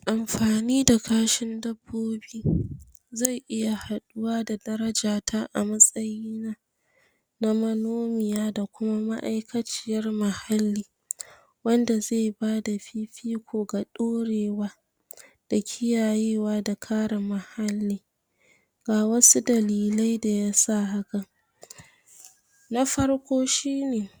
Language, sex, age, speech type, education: Hausa, female, 46-60, spontaneous, tertiary